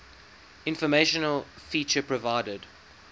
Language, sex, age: English, male, 19